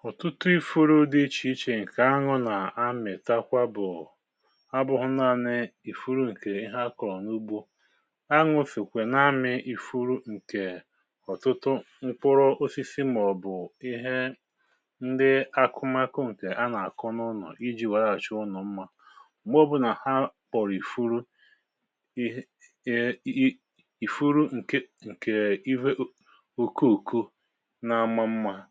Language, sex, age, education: Igbo, male, 46-60, tertiary